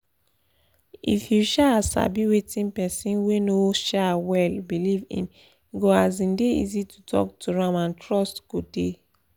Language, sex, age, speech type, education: Nigerian Pidgin, female, 15-29, spontaneous, tertiary